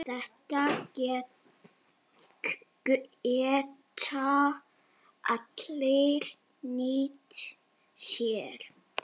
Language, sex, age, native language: Icelandic, female, 7, Danish